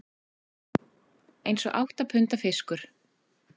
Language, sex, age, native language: Icelandic, female, 40-49, Icelandic